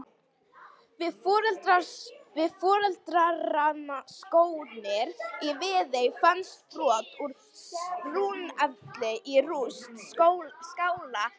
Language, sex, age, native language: Icelandic, female, 18-19, Icelandic